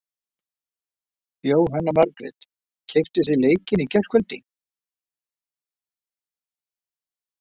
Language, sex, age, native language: Icelandic, male, 70-79, Icelandic